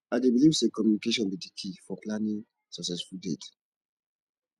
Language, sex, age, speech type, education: Nigerian Pidgin, male, 15-29, spontaneous, tertiary